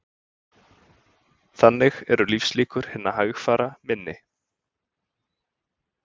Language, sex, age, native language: Icelandic, male, 20-29, Icelandic